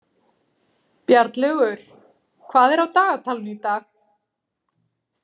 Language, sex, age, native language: Icelandic, female, 40-49, Icelandic